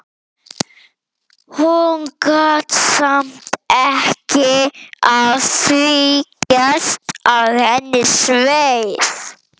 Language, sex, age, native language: Icelandic, male, 11, Icelandic